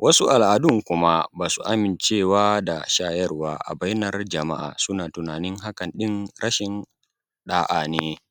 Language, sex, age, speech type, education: Hausa, male, 15-29, spontaneous, secondary